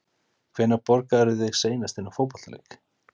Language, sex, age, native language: Icelandic, male, 30-39, Icelandic